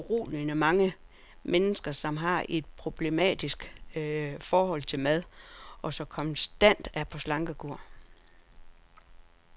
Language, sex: Danish, female